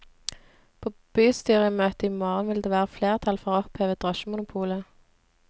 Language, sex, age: Norwegian, female, 26